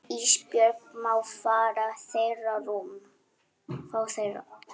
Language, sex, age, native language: Icelandic, male, 7, Icelandic